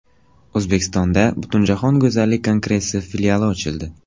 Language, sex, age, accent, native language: Uzbek, male, 18-24, Buxoro, Uzbek